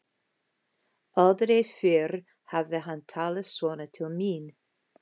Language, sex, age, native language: Icelandic, female, 50-59, English